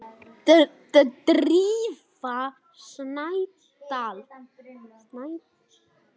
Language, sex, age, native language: Icelandic, male, 9, Icelandic